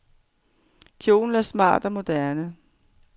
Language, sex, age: Danish, female, 45